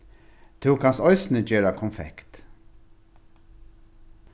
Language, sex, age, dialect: Faroese, male, 36-60, Norðurstreymoy/Eysturoy